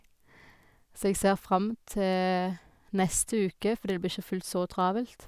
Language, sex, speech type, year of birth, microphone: Norwegian, female, spontaneous, 1990, Sennheiser